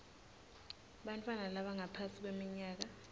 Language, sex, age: Swati, female, 20